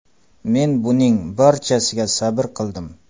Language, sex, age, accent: Uzbek, male, 25-34, Qoraqalpog'iston